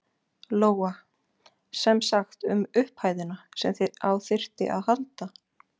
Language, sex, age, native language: Icelandic, female, 40-49, Icelandic